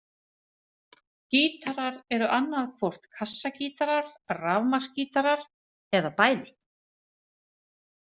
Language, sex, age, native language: Icelandic, female, 50-59, Icelandic